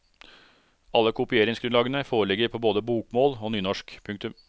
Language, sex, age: Norwegian, male, 36